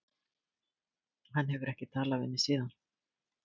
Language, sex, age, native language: Icelandic, female, 50-59, Icelandic